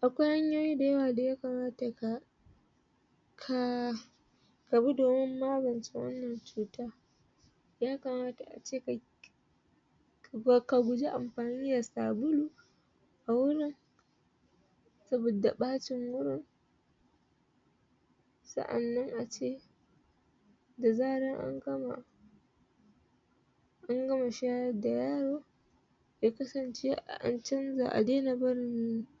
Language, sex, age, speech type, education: Hausa, female, 30-45, spontaneous, tertiary